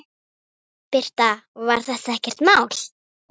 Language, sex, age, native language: Icelandic, female, 8, Icelandic